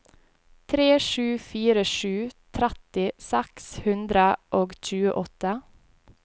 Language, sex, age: Norwegian, female, 20